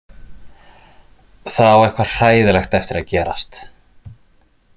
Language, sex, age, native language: Icelandic, male, 40-49, Icelandic